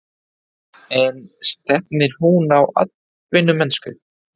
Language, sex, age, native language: Icelandic, male, 20-29, Spanish